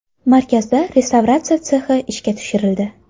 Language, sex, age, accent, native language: Uzbek, female, 18-24, Toshkent shahri, Uzbek